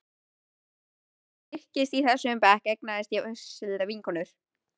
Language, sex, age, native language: Icelandic, male, 13, Icelandic